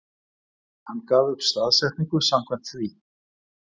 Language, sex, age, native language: Icelandic, male, 40-49, Icelandic